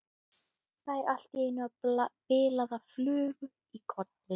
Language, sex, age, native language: Icelandic, female, 12, Icelandic